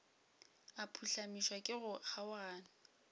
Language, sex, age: Northern Sotho, female, 22